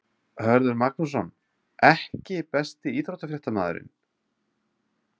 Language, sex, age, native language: Icelandic, male, 30-39, Icelandic